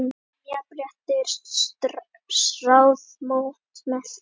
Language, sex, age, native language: Icelandic, male, 50-59, Icelandic